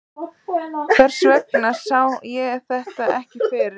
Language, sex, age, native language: Icelandic, female, 14, Icelandic